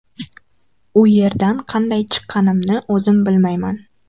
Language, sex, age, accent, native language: Uzbek, female, 12-17, Farg'ona, Uzbek